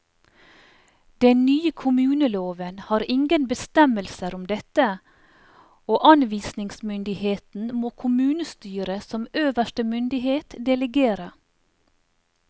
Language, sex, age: Norwegian, female, 44